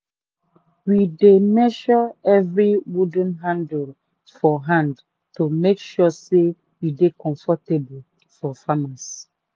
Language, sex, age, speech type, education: Nigerian Pidgin, female, 30-45, spontaneous, tertiary